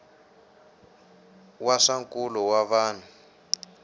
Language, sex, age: Tsonga, male, 18